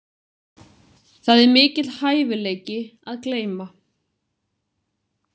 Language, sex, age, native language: Icelandic, female, 30-39, Icelandic